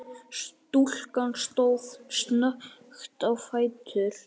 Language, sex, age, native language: Icelandic, male, 9, Icelandic